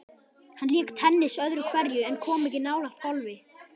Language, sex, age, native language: Icelandic, male, 11, Icelandic